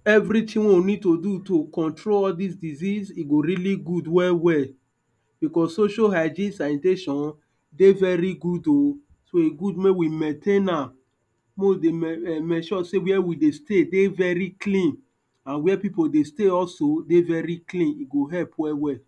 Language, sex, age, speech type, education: Nigerian Pidgin, male, 30-45, spontaneous, tertiary